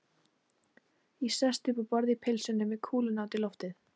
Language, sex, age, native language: Icelandic, female, 40-49, Icelandic